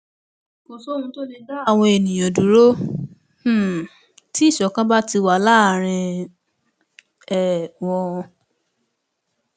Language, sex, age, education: Yoruba, female, 15-29, tertiary